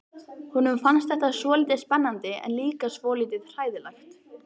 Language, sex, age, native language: Icelandic, female, 13, Icelandic